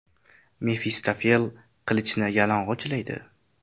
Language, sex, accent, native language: Uzbek, male, Toshkent shahri, Uzbek